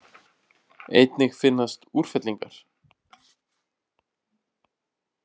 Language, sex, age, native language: Icelandic, male, 30-39, Icelandic